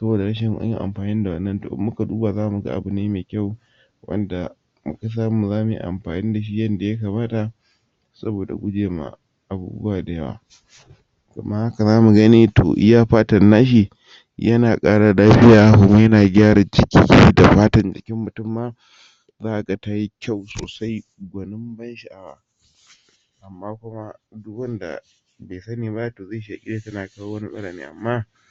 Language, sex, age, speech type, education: Hausa, male, 46-60, spontaneous, tertiary